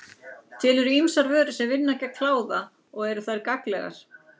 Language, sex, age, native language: Icelandic, female, 40-49, Icelandic